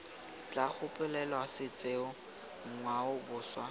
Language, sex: Tswana, male